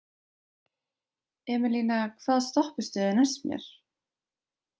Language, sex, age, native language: Icelandic, female, 20-29, Icelandic